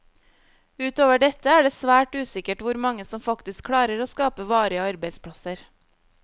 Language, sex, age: Norwegian, female, 25